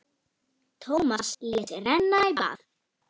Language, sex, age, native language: Icelandic, female, 9, Icelandic